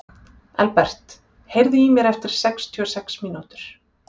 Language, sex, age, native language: Icelandic, female, 40-49, Icelandic